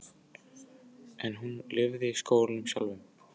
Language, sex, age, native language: Icelandic, male, 14, Icelandic